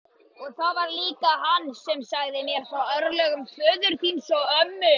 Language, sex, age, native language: Icelandic, male, 18-19, Icelandic